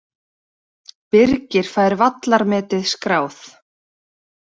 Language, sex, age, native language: Icelandic, female, 30-39, Icelandic